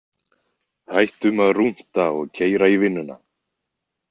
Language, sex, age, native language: Icelandic, male, 20-29, Icelandic